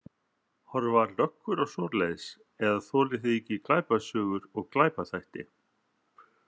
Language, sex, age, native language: Icelandic, male, 30-39, Icelandic